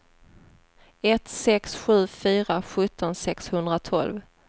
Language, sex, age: Swedish, female, 30